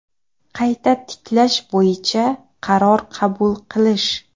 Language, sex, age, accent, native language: Uzbek, female, 19-29, Xorazm, Uzbek